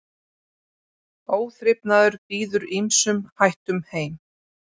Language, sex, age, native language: Icelandic, female, 40-49, Icelandic